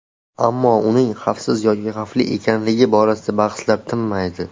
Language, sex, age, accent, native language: Uzbek, male, 18-24, Andijon, Uzbek